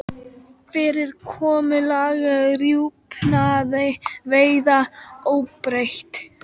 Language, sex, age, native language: Icelandic, female, 18-19, Icelandic